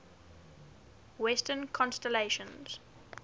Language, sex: English, female